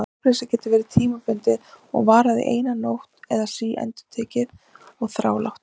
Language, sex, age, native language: Icelandic, female, 30-39, Icelandic